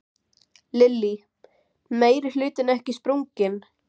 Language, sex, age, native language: Icelandic, female, 13, Icelandic